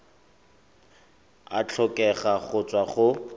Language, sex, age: Tswana, male, 25